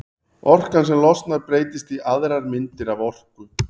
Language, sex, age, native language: Icelandic, male, 40-49, Icelandic